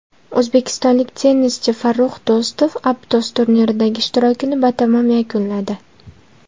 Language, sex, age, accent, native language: Uzbek, female, 19-29, Andijon, Uzbek